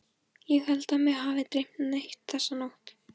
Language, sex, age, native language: Icelandic, female, 14, Icelandic